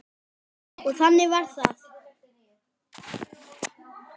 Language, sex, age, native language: Icelandic, male, 10, Icelandic